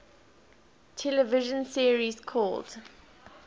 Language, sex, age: English, female, 20